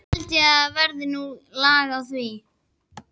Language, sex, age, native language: Icelandic, female, 11, Icelandic